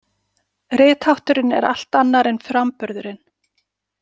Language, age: Icelandic, 40-49